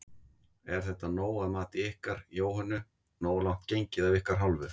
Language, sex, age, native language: Icelandic, male, 50-59, Icelandic